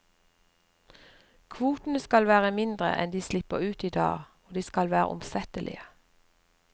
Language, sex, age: Norwegian, female, 59